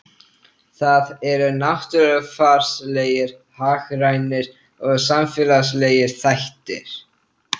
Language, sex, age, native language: Icelandic, male, 13, Icelandic